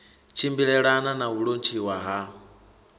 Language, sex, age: Venda, male, 21